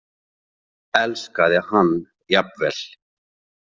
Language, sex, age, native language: Icelandic, male, 30-39, Icelandic